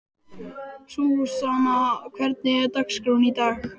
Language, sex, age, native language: Icelandic, male, 12, Icelandic